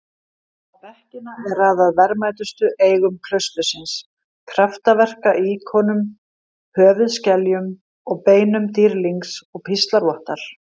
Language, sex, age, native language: Icelandic, female, 50-59, Icelandic